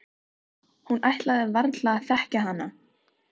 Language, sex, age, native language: Icelandic, female, 13, Filipino